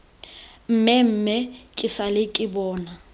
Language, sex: Tswana, female